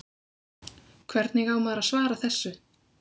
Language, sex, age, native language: Icelandic, female, 20-29, Icelandic